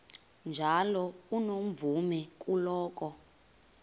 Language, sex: Xhosa, female